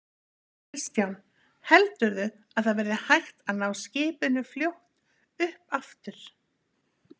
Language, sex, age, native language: Icelandic, female, 50-59, Icelandic